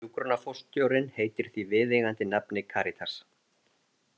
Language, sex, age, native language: Icelandic, male, 40-49, Icelandic